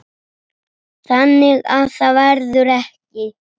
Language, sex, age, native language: Icelandic, male, 7, Icelandic